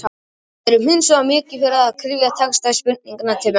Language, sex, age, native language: Icelandic, male, 18-19, Icelandic